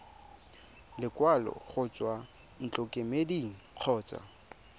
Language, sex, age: Tswana, male, 22